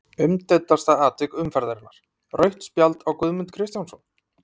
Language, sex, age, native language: Icelandic, male, 30-39, Icelandic